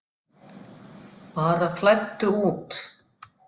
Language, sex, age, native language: Icelandic, female, 50-59, Icelandic